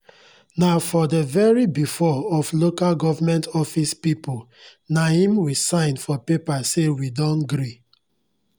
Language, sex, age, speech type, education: Nigerian Pidgin, male, 30-45, spontaneous, tertiary